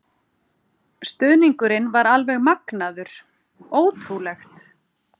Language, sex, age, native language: Icelandic, female, 40-49, Icelandic